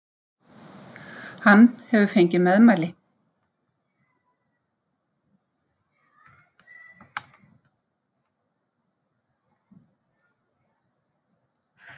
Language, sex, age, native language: Icelandic, female, 50-59, Icelandic